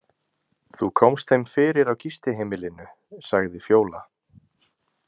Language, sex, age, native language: Icelandic, male, 20-29, Icelandic